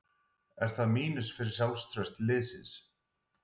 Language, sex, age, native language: Icelandic, male, 40-49, Icelandic